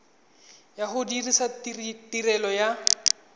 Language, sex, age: Tswana, male, 20